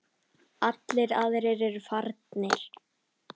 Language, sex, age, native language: Icelandic, female, 10, Icelandic